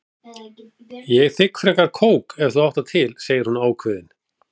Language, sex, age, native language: Icelandic, male, 40-49, Icelandic